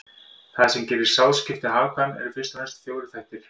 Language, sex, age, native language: Icelandic, male, 50-59, Icelandic